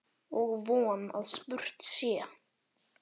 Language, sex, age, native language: Icelandic, male, 10, Icelandic